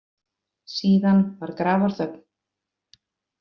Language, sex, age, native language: Icelandic, female, 50-59, Icelandic